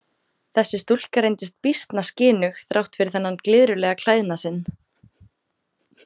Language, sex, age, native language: Icelandic, female, 18-19, Icelandic